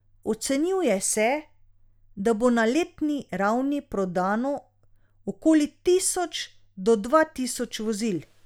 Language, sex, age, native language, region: Slovenian, female, 30-49, Slovenian, Drava region